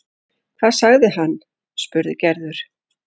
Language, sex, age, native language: Icelandic, male, 8, Icelandic